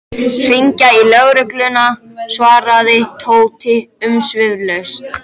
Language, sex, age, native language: Icelandic, male, 13, Icelandic